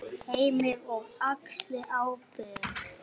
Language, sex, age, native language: Icelandic, male, 8, Icelandic